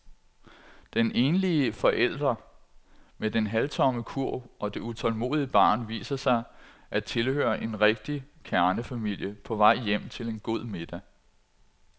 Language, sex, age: Danish, male, 46